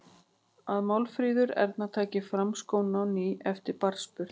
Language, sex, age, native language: Icelandic, female, 40-49, Icelandic